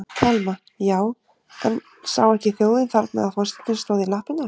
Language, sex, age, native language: Icelandic, female, 30-39, Icelandic